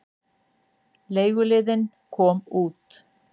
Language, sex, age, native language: Icelandic, female, 60-69, Icelandic